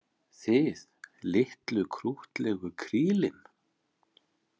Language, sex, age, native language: Icelandic, male, 40-49, Icelandic